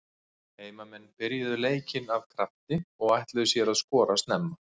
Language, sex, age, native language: Icelandic, male, 40-49, Icelandic